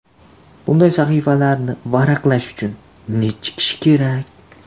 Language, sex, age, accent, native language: Uzbek, male, 18-24, Toshkent shahri, Uzbek